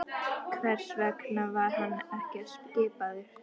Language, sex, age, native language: Icelandic, female, 11, Icelandic